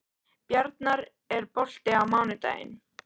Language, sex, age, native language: Icelandic, female, 13, Icelandic